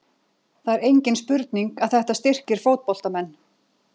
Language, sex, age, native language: Icelandic, female, 40-49, Icelandic